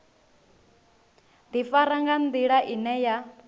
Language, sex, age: Venda, female, 19